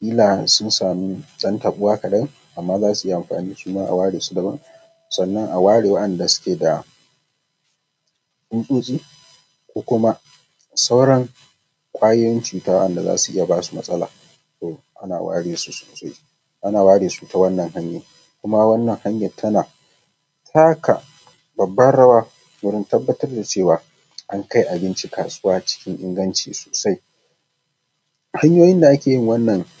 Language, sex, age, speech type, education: Hausa, male, 15-29, spontaneous, tertiary